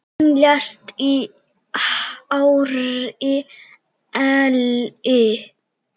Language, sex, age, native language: Icelandic, female, 7, Icelandic